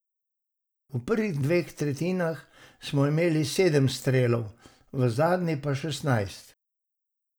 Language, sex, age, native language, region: Slovenian, male, 60+, Slovenian, Savinja region